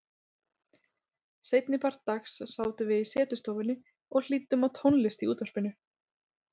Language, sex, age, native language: Icelandic, female, 30-39, Icelandic